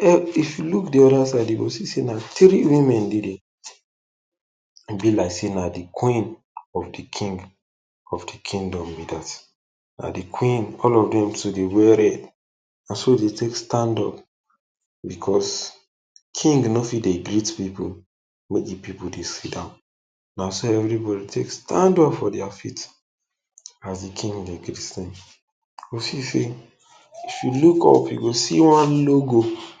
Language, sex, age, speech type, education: Nigerian Pidgin, male, 15-29, spontaneous, tertiary